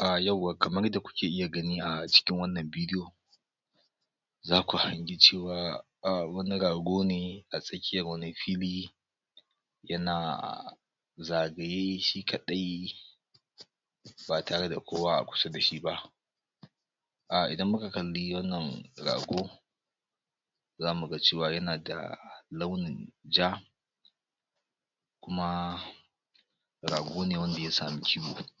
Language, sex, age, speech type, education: Hausa, male, 46-60, spontaneous, tertiary